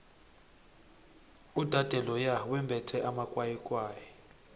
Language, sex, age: South Ndebele, male, 21